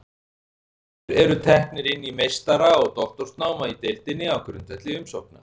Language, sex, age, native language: Icelandic, male, 40-49, Icelandic